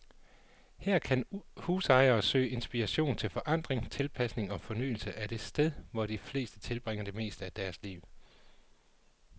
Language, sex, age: Danish, male, 39